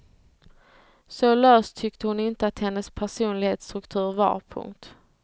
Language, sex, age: Swedish, female, 30